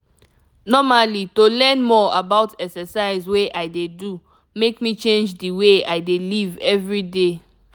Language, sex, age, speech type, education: Nigerian Pidgin, female, 15-29, spontaneous, tertiary